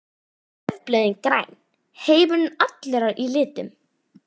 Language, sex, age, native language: Icelandic, female, 11, Icelandic